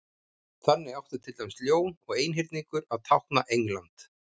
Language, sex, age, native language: Icelandic, male, 50-59, Icelandic